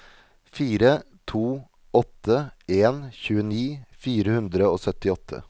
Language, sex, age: Norwegian, male, 37